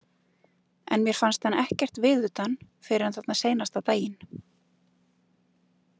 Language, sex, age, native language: Icelandic, female, 30-39, Icelandic